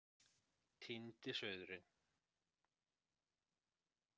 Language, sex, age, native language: Icelandic, male, 30-39, Icelandic